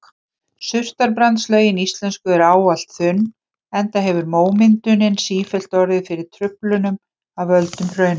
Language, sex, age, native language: Icelandic, female, 50-59, Icelandic